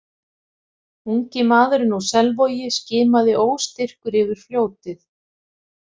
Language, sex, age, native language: Icelandic, female, 50-59, Icelandic